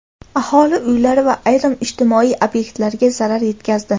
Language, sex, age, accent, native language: Uzbek, female, 18-24, Andijon, Uzbek